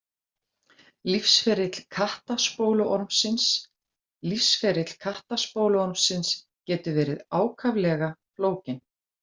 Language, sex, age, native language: Icelandic, female, 40-49, Icelandic